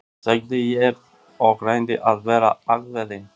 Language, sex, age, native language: Icelandic, male, 40-49, Albanian